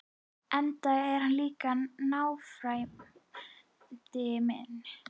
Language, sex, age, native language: Icelandic, female, 11, Icelandic